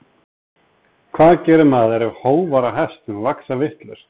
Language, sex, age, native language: Icelandic, male, 30-39, Icelandic